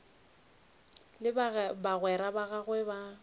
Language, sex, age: Northern Sotho, female, 29